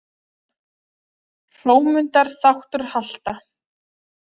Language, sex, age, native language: Icelandic, female, 30-39, Icelandic